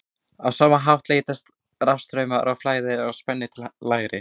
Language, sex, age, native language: Icelandic, female, 20-29, Icelandic